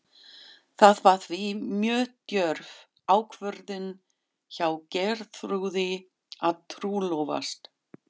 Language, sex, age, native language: Icelandic, female, 50-59, German